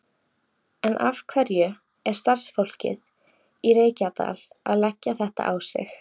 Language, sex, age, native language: Icelandic, female, 18-19, Icelandic